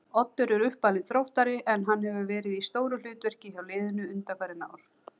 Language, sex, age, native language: Icelandic, female, 40-49, Icelandic